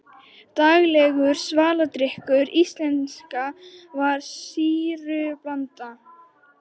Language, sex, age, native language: Icelandic, female, 18-19, Icelandic